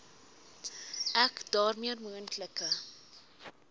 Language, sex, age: Afrikaans, female, 19